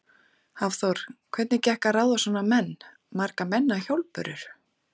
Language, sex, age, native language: Icelandic, female, 40-49, Icelandic